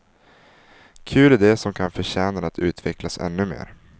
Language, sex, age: Swedish, male, 19